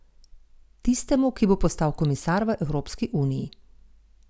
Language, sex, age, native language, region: Slovenian, female, 50-59, Slovenian, Gorenjska region